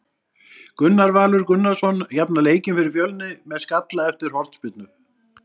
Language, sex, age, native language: Icelandic, male, 60-69, Icelandic